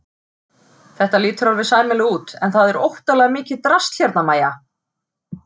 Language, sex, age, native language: Icelandic, female, 40-49, Icelandic